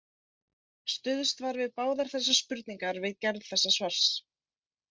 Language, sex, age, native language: Icelandic, female, 20-29, Icelandic